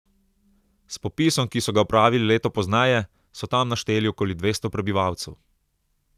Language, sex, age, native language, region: Slovenian, male, 30-49, Slovenian, Southeast Slovenia